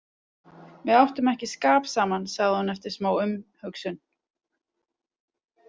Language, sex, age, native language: Icelandic, female, 40-49, Icelandic